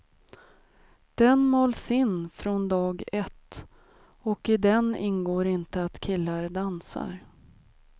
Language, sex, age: Swedish, female, 36